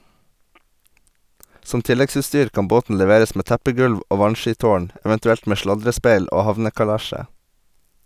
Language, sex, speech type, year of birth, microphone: Norwegian, male, read, 1989, Sennheiser